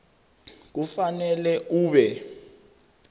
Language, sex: South Ndebele, male